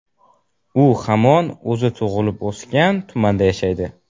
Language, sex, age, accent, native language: Uzbek, male, 12-17, Jizzax, Uzbek